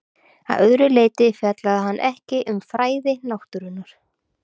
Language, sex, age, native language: Icelandic, female, 30-39, Icelandic